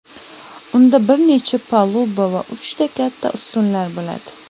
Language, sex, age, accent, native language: Uzbek, female, 19-29, Andijon, Uzbek